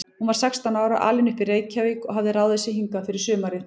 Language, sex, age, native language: Icelandic, female, 40-49, Icelandic